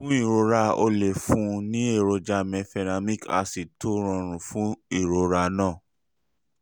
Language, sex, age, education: Yoruba, male, 30-45, tertiary